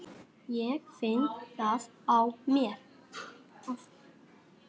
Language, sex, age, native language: Icelandic, male, 6, Icelandic